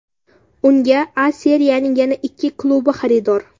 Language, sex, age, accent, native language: Uzbek, female, under 19, Samarqand, Uzbek